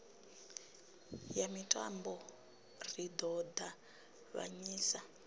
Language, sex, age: Venda, female, 26